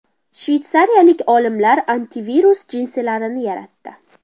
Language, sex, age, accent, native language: Uzbek, female, under 19, Farg'ona, Uzbek